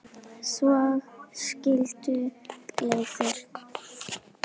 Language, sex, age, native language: Icelandic, female, 10, Icelandic